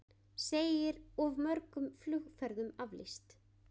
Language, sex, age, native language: Icelandic, female, 20-29, Icelandic